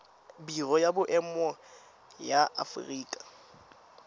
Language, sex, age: Tswana, female, 21